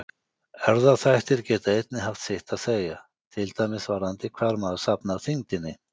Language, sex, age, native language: Icelandic, male, 50-59, Icelandic